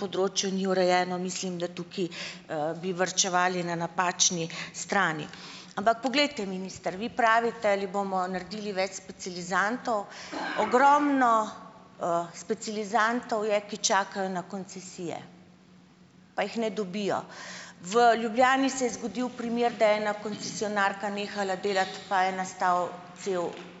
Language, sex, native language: Slovenian, female, Slovenian